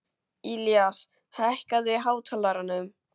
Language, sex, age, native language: Icelandic, male, 12, Icelandic